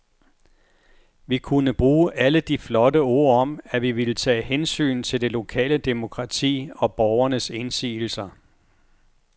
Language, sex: Danish, male